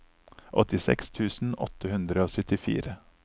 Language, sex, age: Norwegian, male, 39